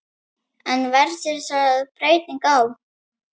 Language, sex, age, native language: Icelandic, female, 9, Icelandic